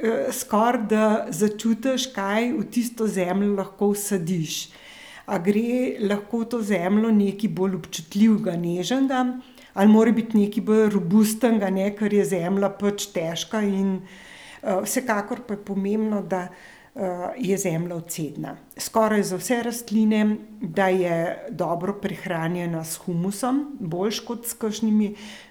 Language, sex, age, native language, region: Slovenian, female, 60+, Slovenian, Central Slovenia